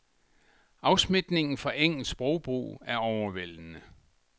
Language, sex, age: Danish, male, 62